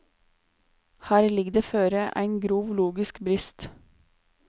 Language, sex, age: Norwegian, female, 26